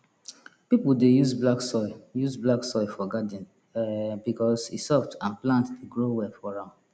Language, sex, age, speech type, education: Nigerian Pidgin, female, 30-45, spontaneous, tertiary